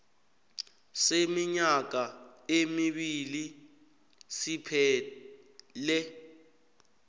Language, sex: South Ndebele, male